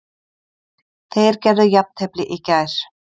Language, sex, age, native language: Icelandic, female, 30-39, Icelandic